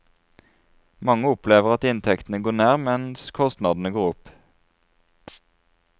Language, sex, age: Norwegian, male, 33